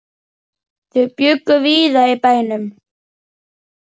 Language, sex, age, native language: Icelandic, male, 9, Icelandic